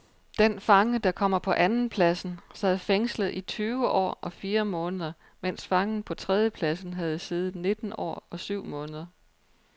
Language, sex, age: Danish, female, 43